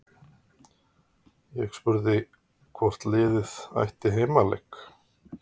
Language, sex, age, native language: Icelandic, male, 50-59, Icelandic